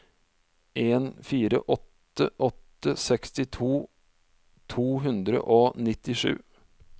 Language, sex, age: Norwegian, male, 46